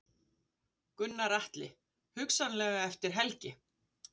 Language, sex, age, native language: Icelandic, female, 50-59, Icelandic